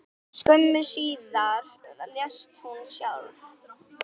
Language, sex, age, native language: Icelandic, female, 10, Icelandic